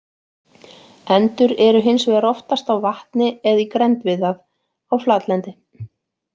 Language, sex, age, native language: Icelandic, female, 40-49, Icelandic